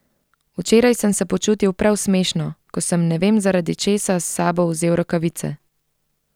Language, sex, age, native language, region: Slovenian, female, 30-49, Slovenian, Central Slovenia